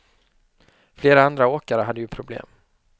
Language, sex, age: Swedish, male, 25